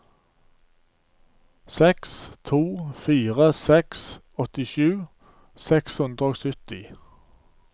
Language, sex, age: Norwegian, male, 47